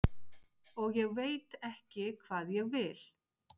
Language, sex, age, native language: Icelandic, female, 50-59, Icelandic